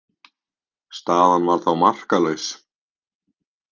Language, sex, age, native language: Icelandic, male, 18-19, Icelandic